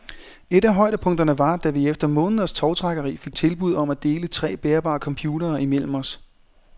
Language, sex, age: Danish, male, 30